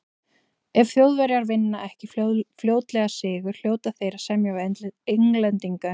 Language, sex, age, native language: Icelandic, female, 20-29, Icelandic